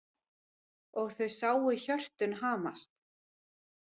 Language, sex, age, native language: Icelandic, female, 40-49, Icelandic